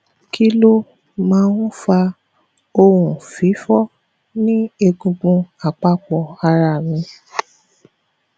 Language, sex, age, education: Yoruba, female, 15-29, tertiary